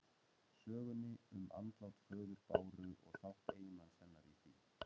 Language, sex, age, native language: Icelandic, male, 30-39, Icelandic